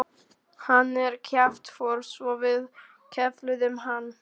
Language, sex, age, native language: Icelandic, male, 12, Polish